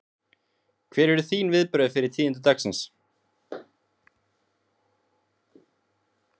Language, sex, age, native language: Icelandic, male, 20-29, Icelandic